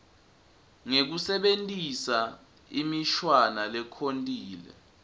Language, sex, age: Swati, male, 20